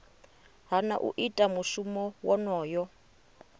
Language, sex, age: Venda, female, 30